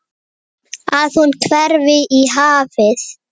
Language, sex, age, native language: Icelandic, male, 8, Icelandic